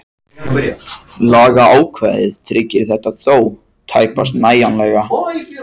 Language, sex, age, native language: Icelandic, male, 14, Icelandic